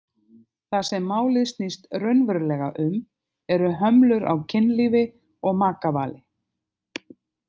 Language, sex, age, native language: Icelandic, other, 50-59, Icelandic